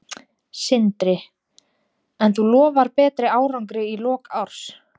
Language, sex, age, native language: Icelandic, female, 20-29, Icelandic